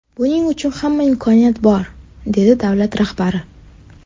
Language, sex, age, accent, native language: Uzbek, female, 18-24, Sirdaryo, Uzbek